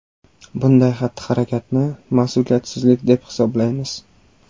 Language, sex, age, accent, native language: Uzbek, male, 18-24, Qashqadaryo, Uzbek